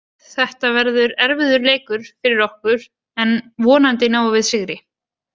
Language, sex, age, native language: Icelandic, female, 20-29, Icelandic